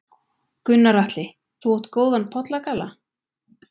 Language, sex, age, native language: Icelandic, female, 20-29, Icelandic